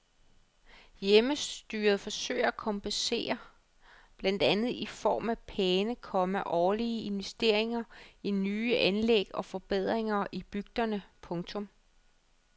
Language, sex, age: Danish, female, 35